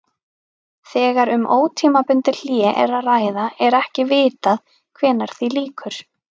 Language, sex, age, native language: Icelandic, female, 30-39, Icelandic